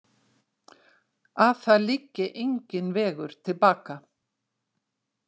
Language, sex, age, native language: Icelandic, female, 60-69, Icelandic